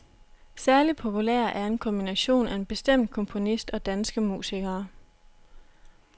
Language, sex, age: Danish, female, 26